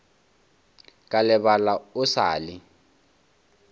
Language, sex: Northern Sotho, male